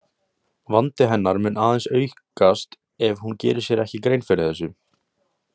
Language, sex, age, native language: Icelandic, male, 18-19, Icelandic